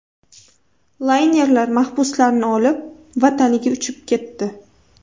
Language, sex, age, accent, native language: Uzbek, female, 18-24, Toshkent viloyati, Uzbek